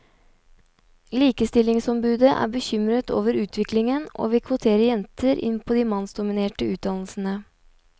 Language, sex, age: Norwegian, female, 29